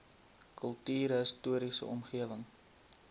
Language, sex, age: Afrikaans, male, 20